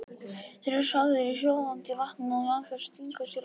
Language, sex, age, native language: Icelandic, female, 50-59, Icelandic